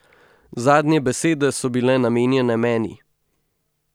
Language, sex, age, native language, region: Slovenian, male, 18-29, Slovenian, Gorenjska region